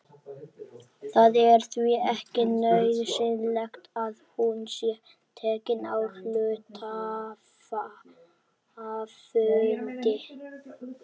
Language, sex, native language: Icelandic, male, Icelandic